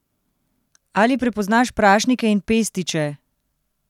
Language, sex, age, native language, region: Slovenian, female, 30-49, Slovenian, Central Slovenia